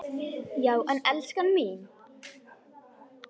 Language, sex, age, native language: Icelandic, female, 10, Icelandic